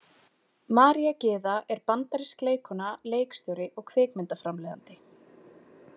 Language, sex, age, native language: Icelandic, female, 20-29, Icelandic